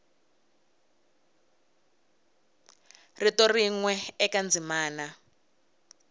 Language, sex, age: Tsonga, female, 19